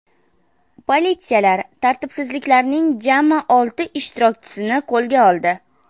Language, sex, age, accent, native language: Uzbek, female, 19-29, Farg'ona, Uzbek